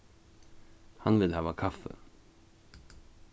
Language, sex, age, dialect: Faroese, male, 15-35, Norðuroyggjar